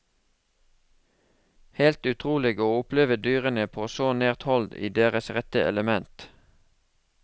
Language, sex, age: Norwegian, male, 36